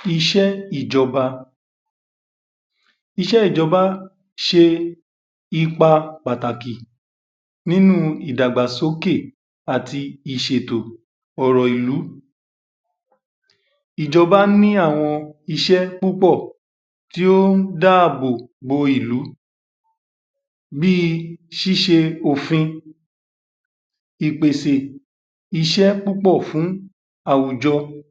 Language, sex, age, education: Yoruba, male, 15-29, tertiary